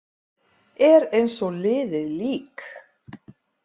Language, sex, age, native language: Icelandic, female, 50-59, Icelandic